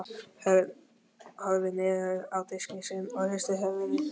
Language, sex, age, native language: Icelandic, male, 12, Icelandic